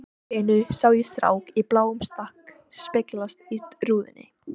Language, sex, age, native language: Icelandic, female, 18-19, Icelandic